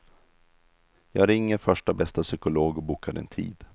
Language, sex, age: Swedish, male, 32